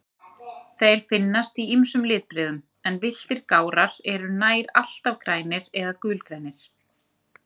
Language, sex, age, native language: Icelandic, female, 30-39, Icelandic